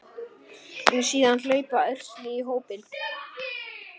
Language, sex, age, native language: Icelandic, male, 9, Icelandic